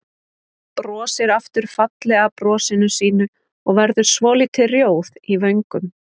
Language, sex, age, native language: Icelandic, female, 30-39, Icelandic